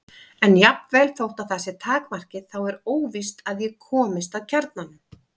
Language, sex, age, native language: Icelandic, female, 50-59, Icelandic